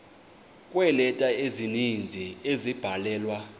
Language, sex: Xhosa, male